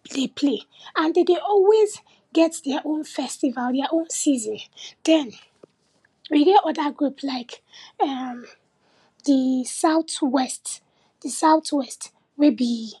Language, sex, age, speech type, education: Nigerian Pidgin, female, 15-29, spontaneous, tertiary